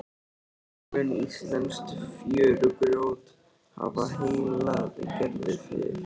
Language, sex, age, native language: Icelandic, male, 13, Icelandic